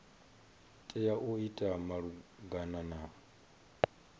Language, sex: Venda, male